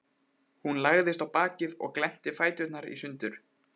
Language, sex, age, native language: Icelandic, male, 15, Icelandic